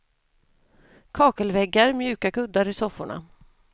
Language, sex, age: Swedish, female, 32